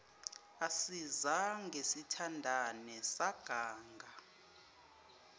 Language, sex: Zulu, female